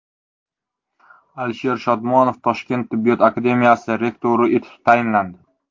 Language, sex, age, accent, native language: Uzbek, male, 19-29, Jizzax, Uzbek